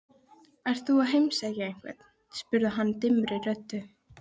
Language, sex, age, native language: Icelandic, female, 13, Icelandic